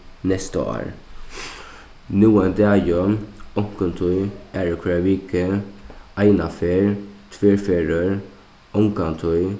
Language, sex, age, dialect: Faroese, male, 15-35, Suðuroy